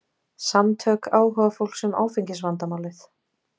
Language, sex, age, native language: Icelandic, female, 20-29, Icelandic